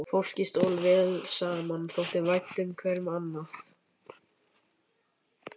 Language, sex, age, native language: Icelandic, male, 11, Icelandic